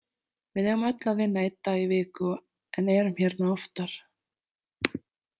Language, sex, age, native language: Icelandic, female, 30-39, Icelandic